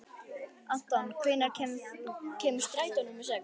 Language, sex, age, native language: Icelandic, female, 11, Icelandic